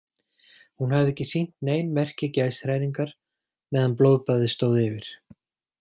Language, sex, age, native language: Icelandic, male, 40-49, Icelandic